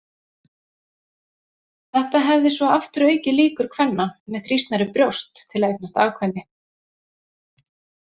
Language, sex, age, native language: Icelandic, female, 40-49, Icelandic